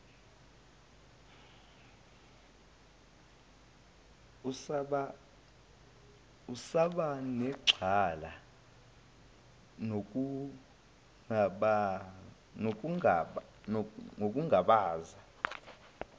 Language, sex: Zulu, male